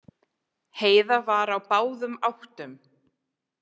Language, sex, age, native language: Icelandic, female, 40-49, English